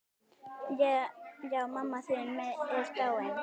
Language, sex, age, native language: Icelandic, female, 9, Icelandic